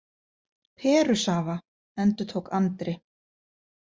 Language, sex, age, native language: Icelandic, female, 50-59, Icelandic